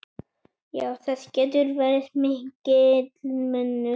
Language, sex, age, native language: Icelandic, male, 18-19, Icelandic